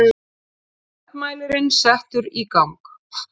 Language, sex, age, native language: Icelandic, female, 40-49, Icelandic